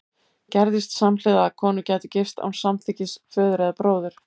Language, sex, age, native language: Icelandic, female, 70-79, Icelandic